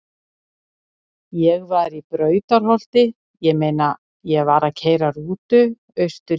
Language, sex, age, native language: Icelandic, female, 60-69, Icelandic